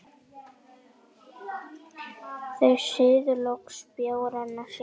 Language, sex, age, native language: Icelandic, female, 10, Icelandic